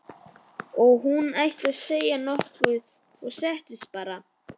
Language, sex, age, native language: Icelandic, male, 11, Icelandic